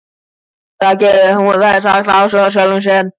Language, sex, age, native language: Icelandic, male, 12, Icelandic